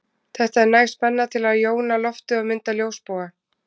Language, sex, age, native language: Icelandic, female, 20-29, Icelandic